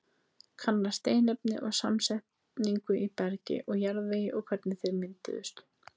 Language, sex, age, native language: Icelandic, female, 30-39, Icelandic